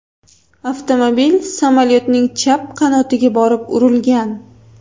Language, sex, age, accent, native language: Uzbek, female, 18-24, Toshkent viloyati, Uzbek